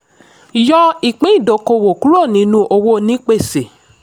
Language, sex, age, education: Yoruba, female, 30-45, tertiary